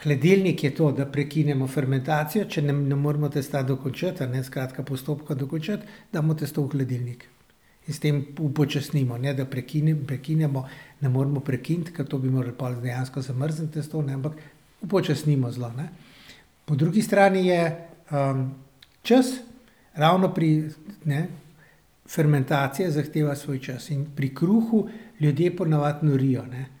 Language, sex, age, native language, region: Slovenian, male, 60+, Slovenian, Central Slovenia